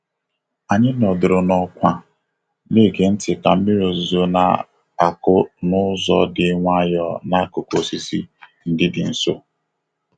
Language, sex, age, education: Igbo, male, 30-45, tertiary